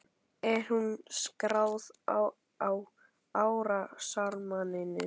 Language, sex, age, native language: Icelandic, male, 12, Icelandic